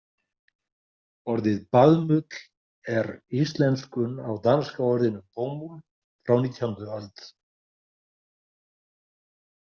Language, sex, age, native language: Icelandic, male, 60-69, Icelandic